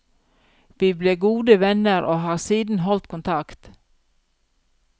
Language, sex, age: Norwegian, female, 42